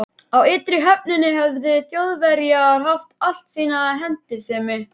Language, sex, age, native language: Icelandic, male, 11, Icelandic